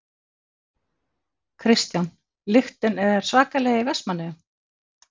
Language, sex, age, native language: Icelandic, female, 50-59, Icelandic